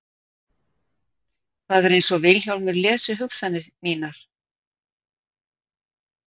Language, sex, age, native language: Icelandic, female, 60-69, Icelandic